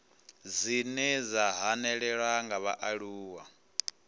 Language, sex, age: Venda, male, 19